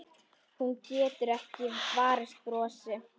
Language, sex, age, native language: Icelandic, female, 10, Icelandic